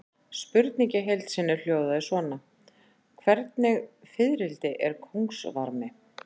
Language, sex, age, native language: Icelandic, female, 40-49, Icelandic